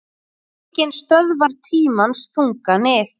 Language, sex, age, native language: Icelandic, female, 6, Icelandic